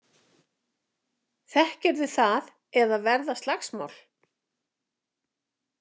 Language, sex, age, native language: Icelandic, female, 50-59, Icelandic